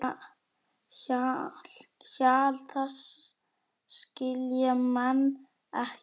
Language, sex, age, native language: Icelandic, male, 7, Icelandic